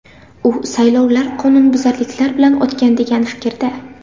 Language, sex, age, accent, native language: Uzbek, female, 18-24, Samarqand, Uzbek